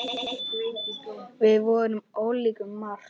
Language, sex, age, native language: Icelandic, male, 9, Icelandic